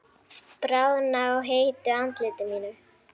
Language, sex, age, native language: Icelandic, female, 9, Icelandic